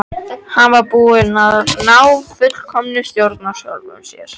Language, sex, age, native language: Icelandic, female, 13, Icelandic